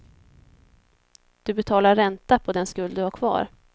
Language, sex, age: Swedish, female, 26